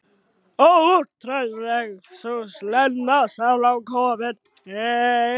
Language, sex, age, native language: Icelandic, other, 12, Icelandic